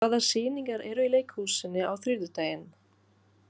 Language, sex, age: Icelandic, female, 40-49